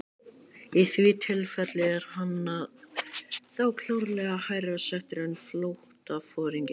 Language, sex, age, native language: Icelandic, male, 18-19, Icelandic